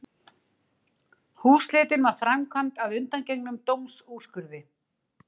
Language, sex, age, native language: Icelandic, female, 60-69, Icelandic